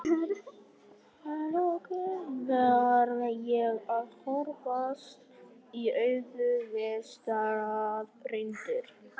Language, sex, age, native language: Icelandic, male, 11, Icelandic